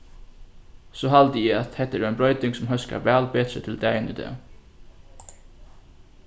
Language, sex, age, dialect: Faroese, male, 15-35, Norðurstreymoy/Eysturoy